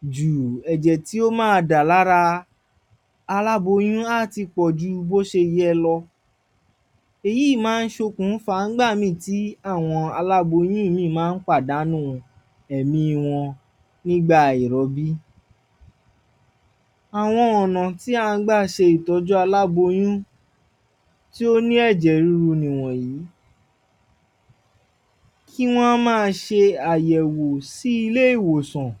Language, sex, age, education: Yoruba, male, 15-29, tertiary